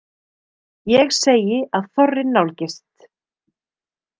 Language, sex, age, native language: Icelandic, female, 30-39, Icelandic